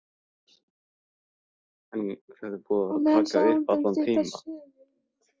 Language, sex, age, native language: Icelandic, male, 15, Icelandic